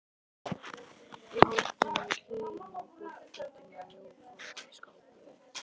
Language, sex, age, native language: Icelandic, male, 11, Icelandic